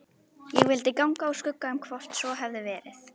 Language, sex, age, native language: Icelandic, female, 11, Icelandic